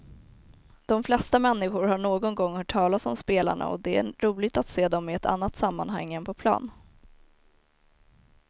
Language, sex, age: Swedish, female, 19